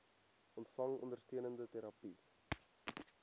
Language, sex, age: Afrikaans, male, 18